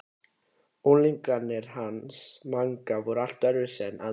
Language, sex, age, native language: Icelandic, male, 13, Icelandic